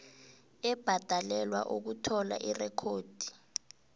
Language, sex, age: South Ndebele, female, 26